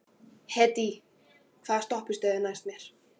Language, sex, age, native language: Icelandic, female, 13, Icelandic